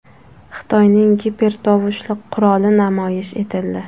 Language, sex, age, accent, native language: Uzbek, female, 19-29, Samarqand, Uzbek